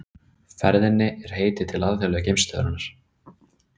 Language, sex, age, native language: Icelandic, male, 30-39, Icelandic